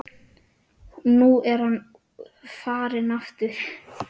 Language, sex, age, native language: Icelandic, male, 9, Icelandic